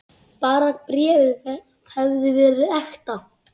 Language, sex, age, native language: Icelandic, female, 8, Icelandic